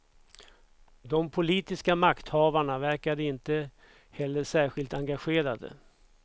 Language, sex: Swedish, male